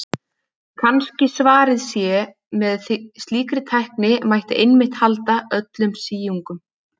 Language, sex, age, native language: Icelandic, female, 20-29, Icelandic